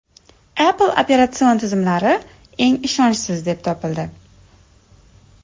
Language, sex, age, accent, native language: Uzbek, female, 30-39, Samarqand, Uzbek